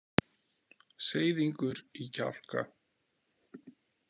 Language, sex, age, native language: Icelandic, male, 40-49, Icelandic